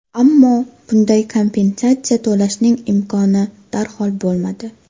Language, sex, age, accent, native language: Uzbek, female, 12-17, Farg'ona, Uzbek